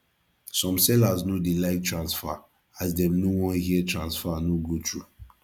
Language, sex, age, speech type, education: Nigerian Pidgin, male, 15-29, spontaneous, tertiary